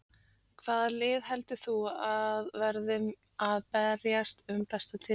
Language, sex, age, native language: Icelandic, female, 40-49, Icelandic